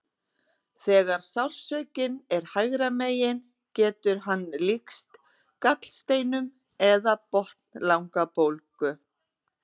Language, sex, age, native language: Icelandic, female, 30-39, Icelandic